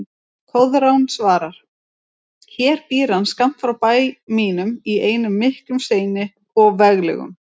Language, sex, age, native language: Icelandic, female, 30-39, Icelandic